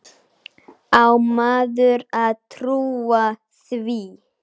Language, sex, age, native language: Icelandic, male, 9, Icelandic